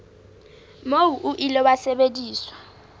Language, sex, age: Southern Sotho, female, 20